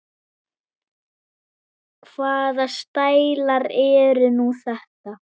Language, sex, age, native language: Icelandic, male, 7, Icelandic